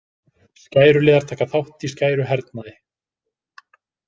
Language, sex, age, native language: Icelandic, male, 20-29, Icelandic